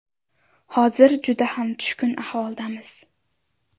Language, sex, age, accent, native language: Uzbek, female, under 19, Andijon, Uzbek